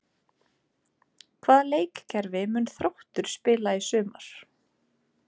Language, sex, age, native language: Icelandic, female, 30-39, Icelandic